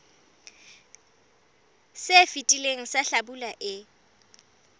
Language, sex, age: Southern Sotho, female, 25